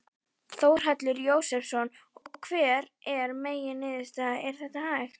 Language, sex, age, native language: Icelandic, female, 12, Icelandic